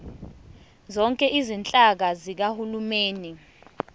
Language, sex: Zulu, female